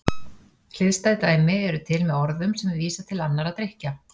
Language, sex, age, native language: Icelandic, female, 40-49, Icelandic